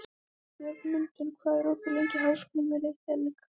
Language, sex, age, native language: Icelandic, female, 14, Icelandic